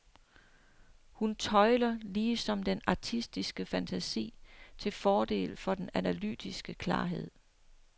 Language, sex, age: Danish, female, 60